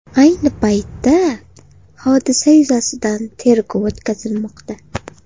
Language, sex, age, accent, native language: Uzbek, female, 18-24, Farg'ona, Uzbek